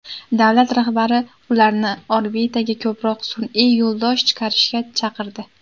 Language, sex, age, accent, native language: Uzbek, female, 18-24, Andijon, Uzbek